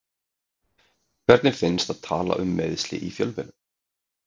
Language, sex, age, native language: Icelandic, male, 30-39, Icelandic